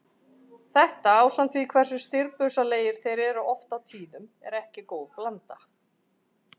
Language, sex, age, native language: Icelandic, female, 40-49, Icelandic